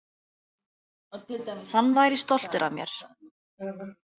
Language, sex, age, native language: Icelandic, female, 20-29, Icelandic